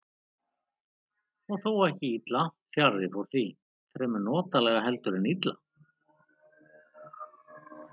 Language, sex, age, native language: Icelandic, male, 50-59, Icelandic